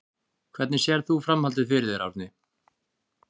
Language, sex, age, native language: Icelandic, male, 30-39, Icelandic